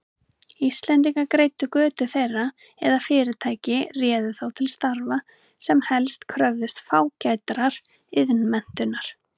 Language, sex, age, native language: Icelandic, female, 30-39, Icelandic